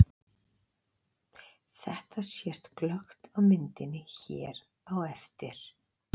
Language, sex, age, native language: Icelandic, female, 40-49, Icelandic